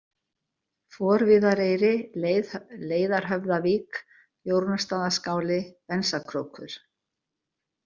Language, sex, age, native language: Icelandic, female, 60-69, Icelandic